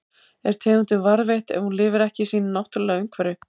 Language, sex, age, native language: Icelandic, female, 50-59, Icelandic